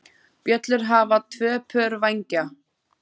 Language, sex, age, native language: Icelandic, female, 9, Icelandic